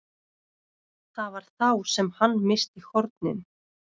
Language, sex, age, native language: Icelandic, female, 30-39, Russian